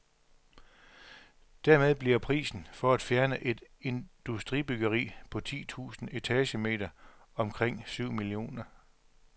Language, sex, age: Danish, male, 42